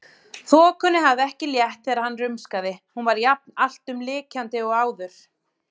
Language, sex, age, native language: Icelandic, female, 30-39, Icelandic